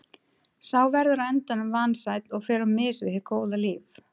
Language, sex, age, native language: Icelandic, female, 30-39, Icelandic